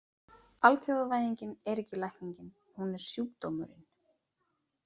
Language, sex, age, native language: Icelandic, female, 30-39, Icelandic